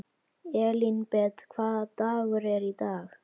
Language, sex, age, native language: Icelandic, female, 12, Icelandic